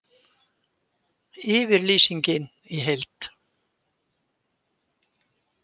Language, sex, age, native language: Icelandic, female, 70-79, Icelandic